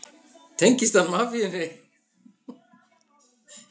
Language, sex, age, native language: Icelandic, male, 50-59, Icelandic